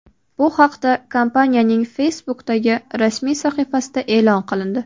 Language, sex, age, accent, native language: Uzbek, female, 19-29, Navoiy, Uzbek